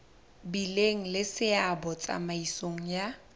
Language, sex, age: Southern Sotho, female, 20